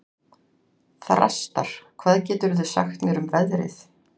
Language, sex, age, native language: Icelandic, female, 40-49, Icelandic